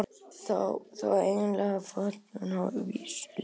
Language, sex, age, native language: Icelandic, male, 18-19, Icelandic